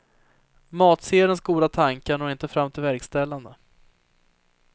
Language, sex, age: Swedish, female, 30